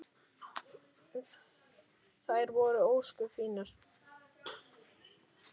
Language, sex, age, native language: Icelandic, male, 9, Icelandic